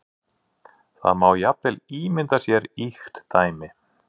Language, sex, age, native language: Icelandic, male, 40-49, Icelandic